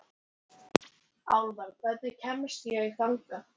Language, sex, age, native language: Icelandic, other, 11, Icelandic